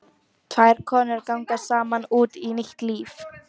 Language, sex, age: Icelandic, female, 18-19